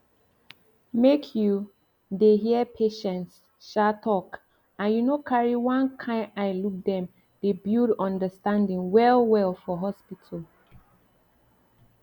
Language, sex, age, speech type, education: Nigerian Pidgin, female, 15-29, spontaneous, tertiary